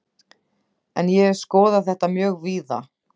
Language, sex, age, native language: Icelandic, female, 30-39, Icelandic